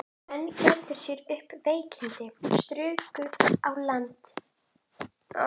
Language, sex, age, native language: Icelandic, female, 11, Icelandic